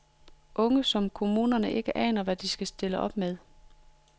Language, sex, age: Danish, female, 42